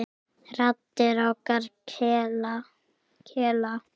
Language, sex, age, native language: Icelandic, male, 8, Icelandic